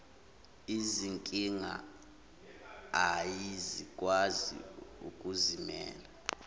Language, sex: Zulu, male